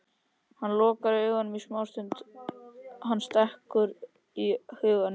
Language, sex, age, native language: Icelandic, male, 13, Icelandic